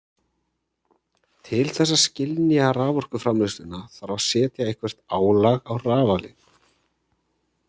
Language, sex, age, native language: Icelandic, male, 30-39, Icelandic